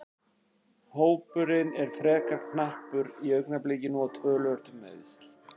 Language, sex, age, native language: Icelandic, male, 50-59, Icelandic